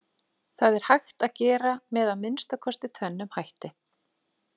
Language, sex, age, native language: Icelandic, female, 40-49, Icelandic